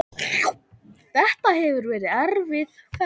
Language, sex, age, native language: Icelandic, male, 10, Icelandic